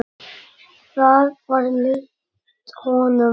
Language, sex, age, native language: Icelandic, male, 9, Icelandic